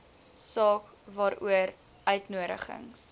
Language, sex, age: Afrikaans, female, 20